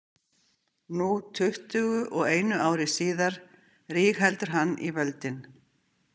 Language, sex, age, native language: Icelandic, female, 50-59, Icelandic